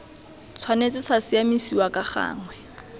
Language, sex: Tswana, female